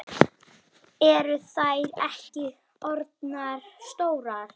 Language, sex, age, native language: Icelandic, female, 9, Icelandic